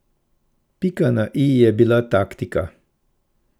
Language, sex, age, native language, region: Slovenian, male, 50-59, Slovenian, Central Slovenia